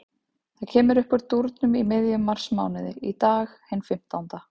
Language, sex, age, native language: Icelandic, female, 30-39, Icelandic